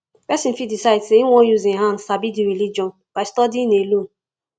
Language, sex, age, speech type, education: Nigerian Pidgin, female, 15-29, spontaneous, tertiary